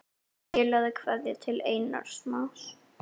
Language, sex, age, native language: Icelandic, female, 10, Icelandic